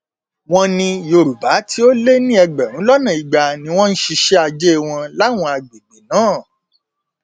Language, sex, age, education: Yoruba, male, 46-60, tertiary